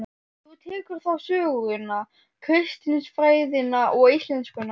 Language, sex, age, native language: Icelandic, male, 12, Icelandic